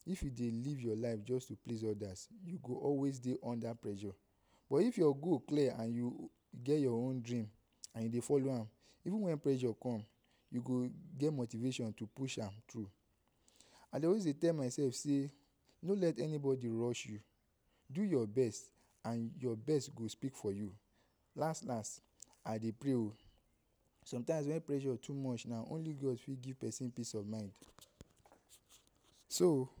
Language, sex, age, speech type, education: Nigerian Pidgin, male, 15-29, spontaneous, tertiary